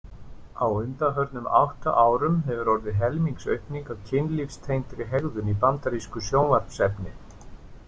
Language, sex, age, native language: Icelandic, male, 50-59, Icelandic